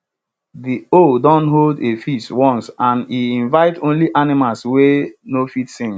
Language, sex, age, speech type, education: Nigerian Pidgin, male, 30-45, spontaneous, tertiary